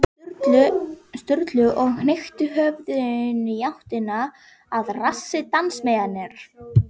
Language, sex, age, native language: Icelandic, female, 11, Icelandic